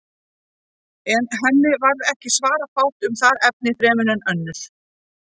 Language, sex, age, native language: Icelandic, female, 40-49, Icelandic